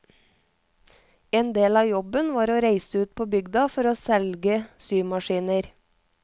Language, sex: Norwegian, female